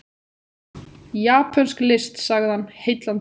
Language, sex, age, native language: Icelandic, female, 18-19, Icelandic